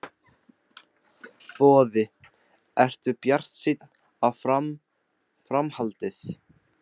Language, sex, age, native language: Icelandic, male, 14, Icelandic